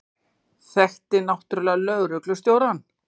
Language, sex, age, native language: Icelandic, female, 40-49, Icelandic